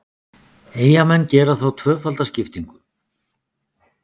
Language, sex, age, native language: Icelandic, male, 50-59, Icelandic